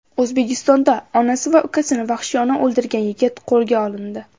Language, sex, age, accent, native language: Uzbek, female, under 19, Samarqand, Uzbek